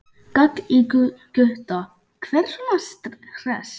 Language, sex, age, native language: Icelandic, male, 11, Icelandic